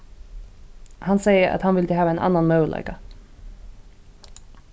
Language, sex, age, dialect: Faroese, female, 15-35, Suðurstreymoy